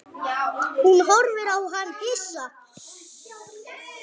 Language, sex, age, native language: Icelandic, male, 8, Icelandic